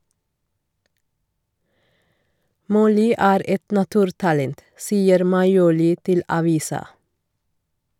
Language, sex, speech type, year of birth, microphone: Norwegian, female, read, 1969, Shure